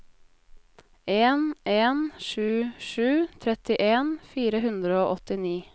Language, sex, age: Norwegian, female, 20